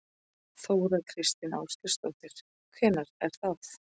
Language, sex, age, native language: Icelandic, female, 40-49, Icelandic